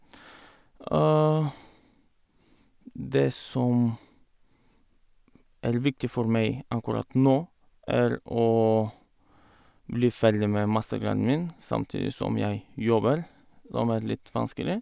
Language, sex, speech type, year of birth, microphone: Norwegian, male, spontaneous, 1985, Sennheiser